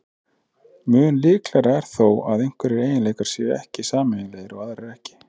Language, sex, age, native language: Icelandic, male, 30-39, Icelandic